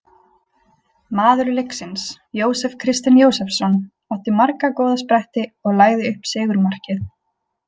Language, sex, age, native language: Icelandic, female, 20-29, Icelandic